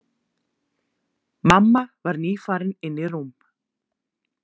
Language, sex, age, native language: Icelandic, female, 40-49, Icelandic